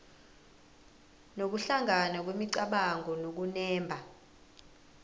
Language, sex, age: Zulu, female, 20